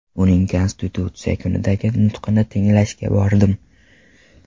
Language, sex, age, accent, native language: Uzbek, male, 18-24, Farg'ona, Uzbek